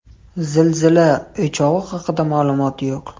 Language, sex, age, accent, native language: Uzbek, male, 18-24, Toshkent shahri, Uzbek